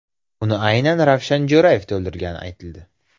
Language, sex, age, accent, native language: Uzbek, male, 18-24, Surxondaryo, Uzbek